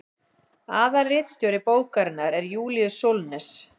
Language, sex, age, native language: Icelandic, female, 40-49, Icelandic